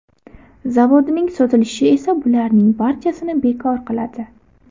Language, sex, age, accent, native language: Uzbek, female, 18-24, Buxoro, Uzbek